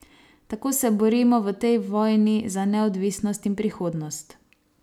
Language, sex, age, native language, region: Slovenian, female, 18-29, Slovenian, Savinja region